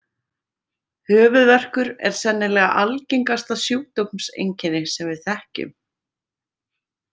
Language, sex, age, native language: Icelandic, female, 30-39, Icelandic